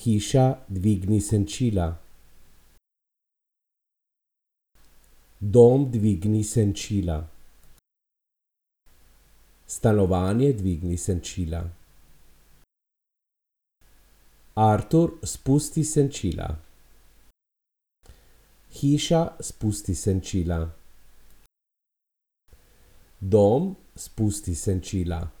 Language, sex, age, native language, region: Slovenian, male, 50-59, Slovenian, Abroad